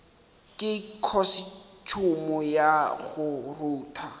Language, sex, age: Northern Sotho, male, 18